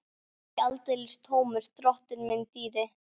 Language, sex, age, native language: Icelandic, female, 12, Icelandic